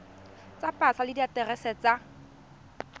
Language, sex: Tswana, female